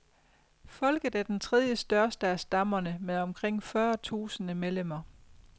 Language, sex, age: Danish, female, 50